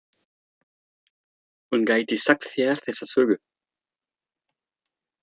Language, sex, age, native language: Icelandic, male, 30-39, French